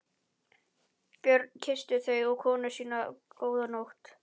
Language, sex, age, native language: Icelandic, male, 11, Icelandic